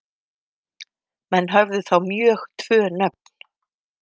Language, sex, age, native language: Icelandic, female, 50-59, Icelandic